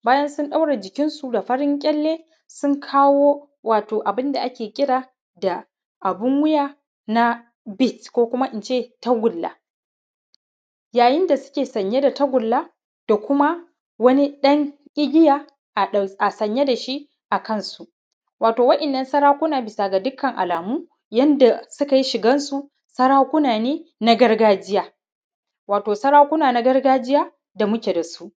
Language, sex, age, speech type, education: Hausa, male, 15-29, spontaneous, primary